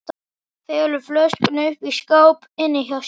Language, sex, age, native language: Icelandic, male, 11, Icelandic